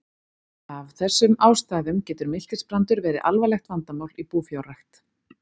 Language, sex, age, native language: Icelandic, female, 40-49, Icelandic